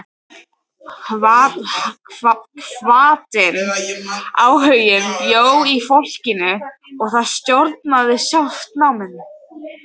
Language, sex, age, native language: Icelandic, female, 13, Icelandic